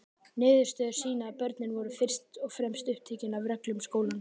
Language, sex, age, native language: Icelandic, male, 18-19, Icelandic